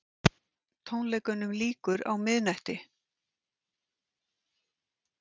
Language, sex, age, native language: Icelandic, female, 50-59, Icelandic